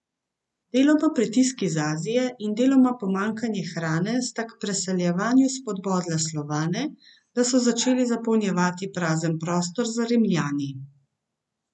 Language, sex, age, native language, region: Slovenian, female, 50-59, Slovenian, Central Slovenia